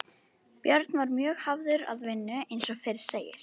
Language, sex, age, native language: Icelandic, female, 11, Icelandic